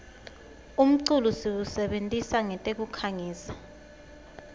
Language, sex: Swati, female